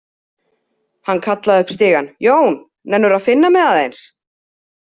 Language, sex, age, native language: Icelandic, female, 30-39, Icelandic